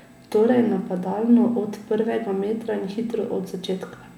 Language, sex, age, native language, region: Slovenian, female, 18-29, Slovenian, Drava region